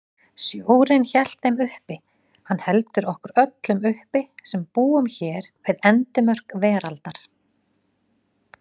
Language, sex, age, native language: Icelandic, female, 40-49, Icelandic